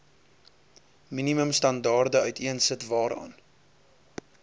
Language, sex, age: Afrikaans, male, 23